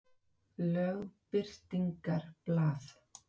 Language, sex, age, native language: Icelandic, female, 40-49, Icelandic